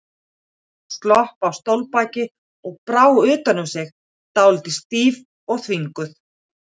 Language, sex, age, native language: Icelandic, female, 40-49, Icelandic